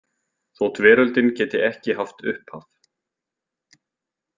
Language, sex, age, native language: Icelandic, male, 20-29, Icelandic